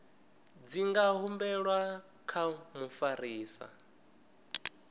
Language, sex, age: Venda, male, 19